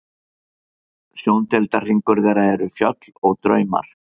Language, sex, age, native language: Icelandic, male, 50-59, Icelandic